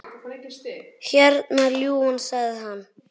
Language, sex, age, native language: Icelandic, male, 9, Icelandic